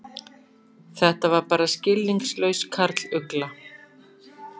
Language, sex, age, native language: Icelandic, female, 50-59, Icelandic